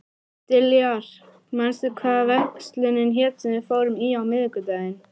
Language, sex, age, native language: Icelandic, female, 12, Icelandic